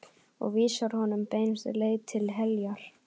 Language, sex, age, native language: Icelandic, male, 11, Icelandic